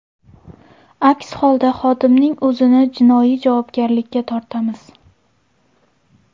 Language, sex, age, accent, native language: Uzbek, female, 18-24, Samarqand, Uzbek